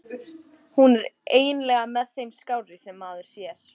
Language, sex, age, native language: Icelandic, female, 14, Icelandic